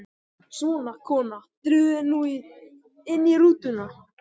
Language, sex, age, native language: Icelandic, male, 14, Icelandic